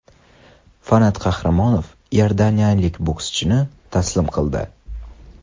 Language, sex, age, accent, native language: Uzbek, male, under 19, Sirdaryo, Uzbek